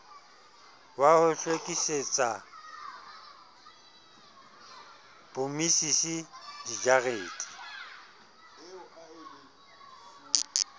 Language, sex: Southern Sotho, male